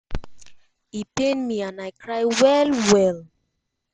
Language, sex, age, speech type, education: Nigerian Pidgin, female, 15-29, spontaneous, tertiary